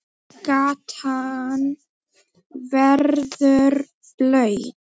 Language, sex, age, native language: Icelandic, male, 8, Icelandic